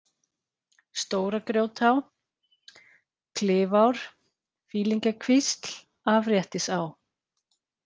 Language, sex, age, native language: Icelandic, female, 40-49, Icelandic